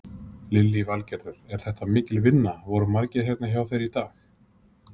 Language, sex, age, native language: Icelandic, male, 30-39, Icelandic